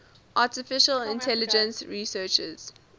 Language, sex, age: English, female, 19